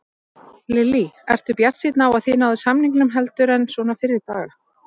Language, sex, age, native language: Icelandic, female, 30-39, Icelandic